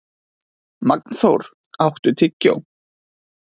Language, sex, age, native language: Icelandic, male, 20-29, Icelandic